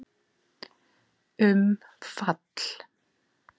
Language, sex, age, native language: Icelandic, female, 40-49, Icelandic